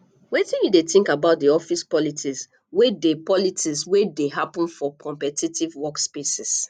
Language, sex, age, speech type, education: Nigerian Pidgin, female, 30-45, spontaneous, tertiary